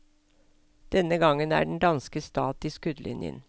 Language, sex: Norwegian, female